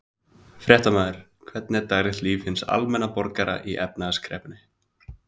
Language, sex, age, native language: Icelandic, male, 20-29, Icelandic